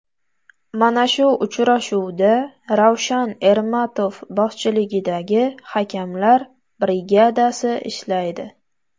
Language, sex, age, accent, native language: Uzbek, female, 18-24, Toshkent viloyati, Uzbek